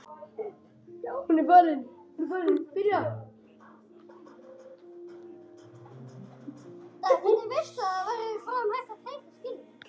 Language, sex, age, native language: Icelandic, male, 9, Icelandic